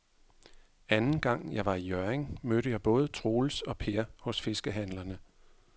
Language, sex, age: Danish, male, 41